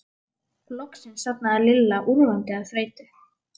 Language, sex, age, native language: Icelandic, female, 11, Icelandic